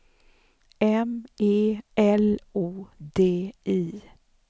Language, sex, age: Swedish, female, 64